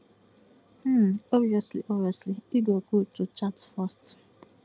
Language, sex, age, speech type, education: Nigerian Pidgin, female, 15-29, spontaneous, tertiary